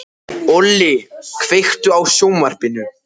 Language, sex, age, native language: Icelandic, male, 14, Icelandic